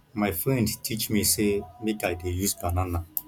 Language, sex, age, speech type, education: Nigerian Pidgin, male, 15-29, spontaneous, tertiary